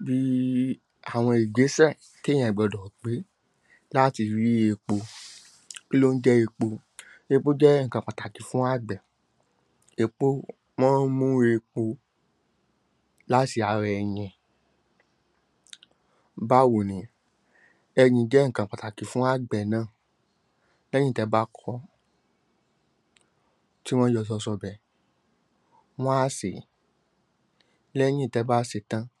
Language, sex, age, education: Yoruba, male, 15-29, tertiary